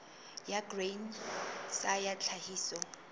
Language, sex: Southern Sotho, female